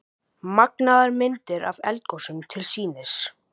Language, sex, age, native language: Icelandic, male, 18-19, Icelandic